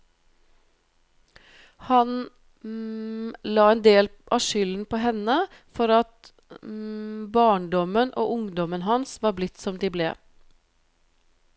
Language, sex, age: Norwegian, female, 42